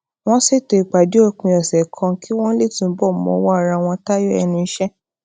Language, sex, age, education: Yoruba, female, 15-29, tertiary